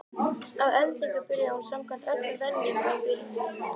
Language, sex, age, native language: Icelandic, female, 14, Icelandic